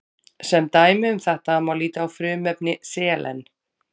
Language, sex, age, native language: Icelandic, female, 30-39, Icelandic